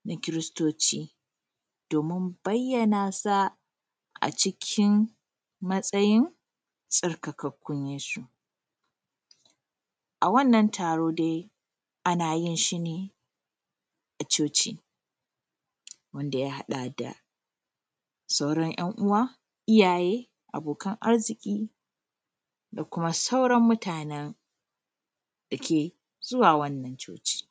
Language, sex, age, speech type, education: Hausa, female, 15-29, spontaneous, primary